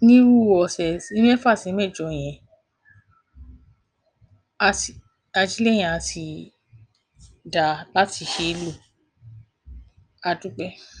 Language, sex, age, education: Yoruba, female, 46-60, tertiary